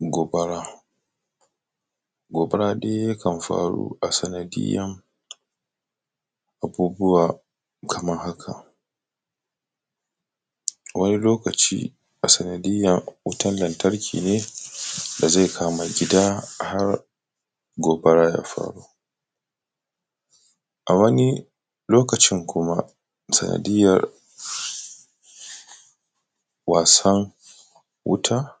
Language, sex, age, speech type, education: Hausa, male, 15-29, spontaneous, tertiary